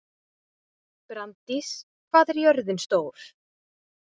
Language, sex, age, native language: Icelandic, female, 20-29, Icelandic